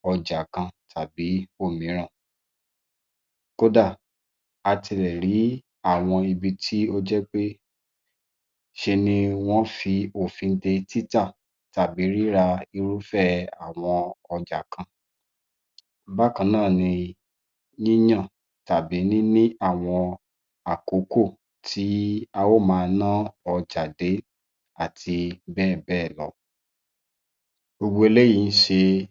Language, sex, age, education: Yoruba, male, 30-45, tertiary